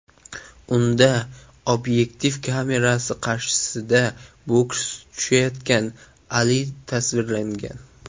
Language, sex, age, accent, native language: Uzbek, male, 19-29, Samarqand, Uzbek